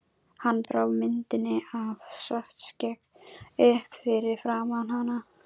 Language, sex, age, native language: Icelandic, female, 12, Icelandic